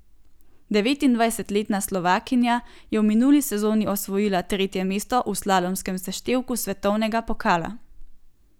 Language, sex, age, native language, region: Slovenian, female, 18-29, Slovenian, Gorenjska region